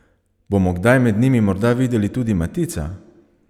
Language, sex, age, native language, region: Slovenian, male, 30-49, Slovenian, Savinja region